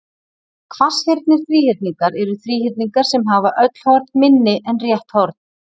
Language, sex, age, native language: Icelandic, female, 30-39, Icelandic